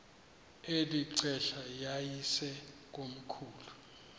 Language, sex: Xhosa, male